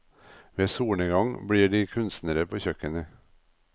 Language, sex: Norwegian, male